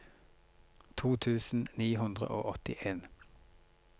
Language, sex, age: Norwegian, male, 42